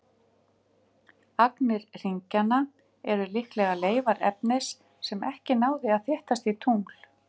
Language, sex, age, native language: Icelandic, female, 50-59, Icelandic